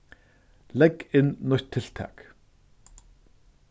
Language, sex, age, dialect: Faroese, male, 36-60, Suðurstreymoy